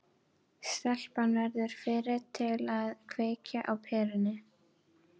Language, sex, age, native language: Icelandic, female, 12, Icelandic